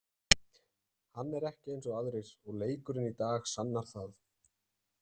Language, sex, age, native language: Icelandic, male, 30-39, Icelandic